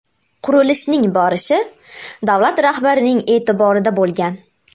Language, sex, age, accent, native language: Uzbek, female, 18-24, Namangan, Uzbek